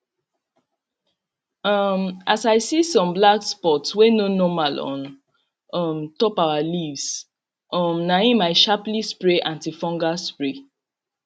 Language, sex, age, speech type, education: Nigerian Pidgin, female, 30-45, spontaneous, tertiary